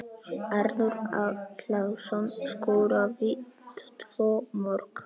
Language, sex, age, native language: Icelandic, male, 6, Polish